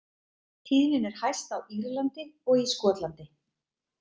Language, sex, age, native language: Icelandic, female, 30-39, Icelandic